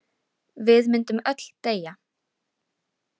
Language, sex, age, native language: Icelandic, female, 18-19, Icelandic